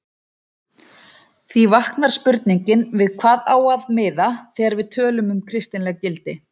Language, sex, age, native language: Icelandic, female, 40-49, Icelandic